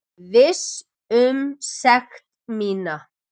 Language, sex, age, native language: Icelandic, male, 7, Icelandic